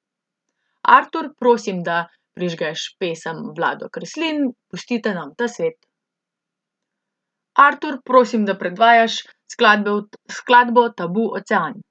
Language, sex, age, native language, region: Slovenian, female, 18-29, Slovenian, Central Slovenia